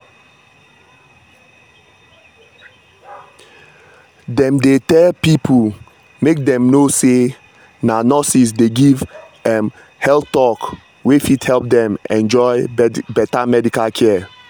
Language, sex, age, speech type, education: Nigerian Pidgin, male, 30-45, spontaneous, tertiary